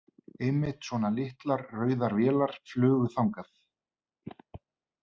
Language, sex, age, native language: Icelandic, male, 30-39, Icelandic